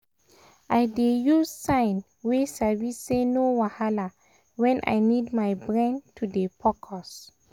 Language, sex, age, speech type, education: Nigerian Pidgin, female, 15-29, spontaneous, tertiary